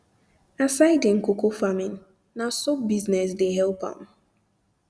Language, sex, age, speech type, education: Nigerian Pidgin, female, 15-29, spontaneous, tertiary